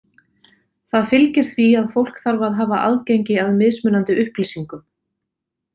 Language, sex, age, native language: Icelandic, female, 40-49, Icelandic